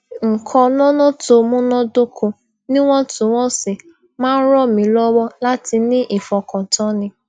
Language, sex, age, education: Yoruba, female, 15-29, tertiary